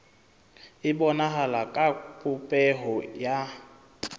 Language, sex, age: Southern Sotho, male, 26